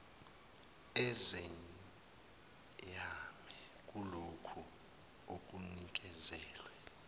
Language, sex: Zulu, male